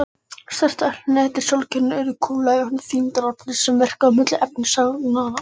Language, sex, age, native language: Icelandic, female, 60-69, Icelandic